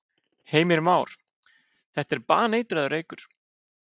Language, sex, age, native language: Icelandic, male, 30-39, Icelandic